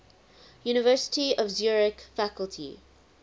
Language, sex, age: English, female, 19